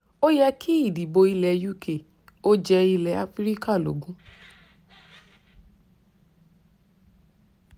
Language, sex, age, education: Yoruba, female, 30-45, tertiary